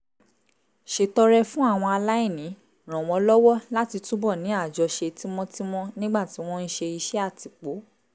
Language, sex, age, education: Yoruba, female, 15-29, tertiary